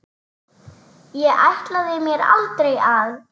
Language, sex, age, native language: Icelandic, male, 9, Icelandic